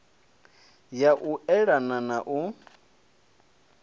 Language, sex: Venda, male